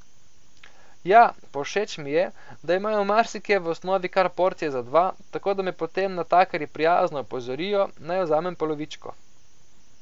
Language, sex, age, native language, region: Slovenian, male, 18-29, Slovenian, Coastal Karst region